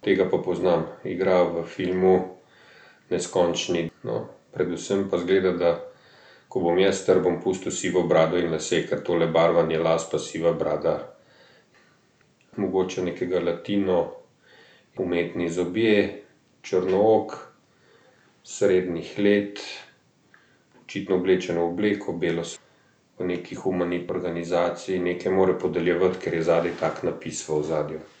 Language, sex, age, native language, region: Slovenian, male, 50-59, Slovenian, Central Slovenia